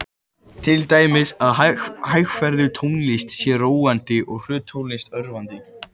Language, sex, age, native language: Icelandic, male, 18-19, Icelandic